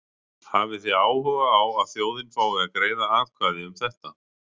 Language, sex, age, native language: Icelandic, male, 40-49, Icelandic